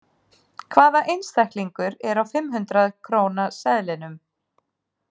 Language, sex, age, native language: Icelandic, female, 30-39, Icelandic